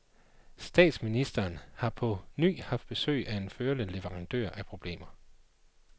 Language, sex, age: Danish, male, 39